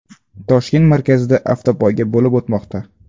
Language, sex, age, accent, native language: Uzbek, male, 18-24, Andijon, Uzbek